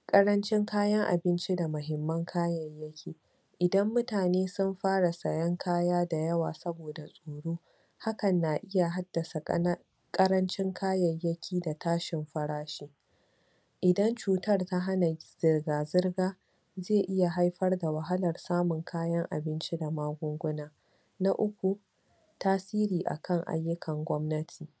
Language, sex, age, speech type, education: Hausa, female, 46-60, spontaneous, tertiary